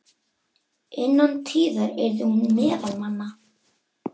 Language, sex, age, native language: Icelandic, male, 11, Icelandic